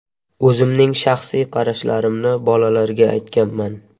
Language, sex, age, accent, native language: Uzbek, male, 12-17, Surxondaryo, Uzbek